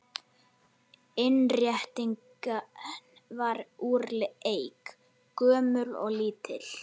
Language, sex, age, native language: Icelandic, male, 11, Icelandic